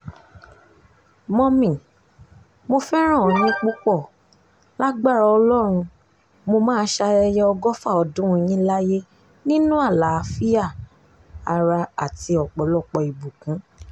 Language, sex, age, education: Yoruba, female, 15-29, tertiary